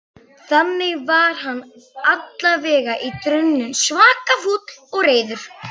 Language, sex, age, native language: Icelandic, female, 11, Icelandic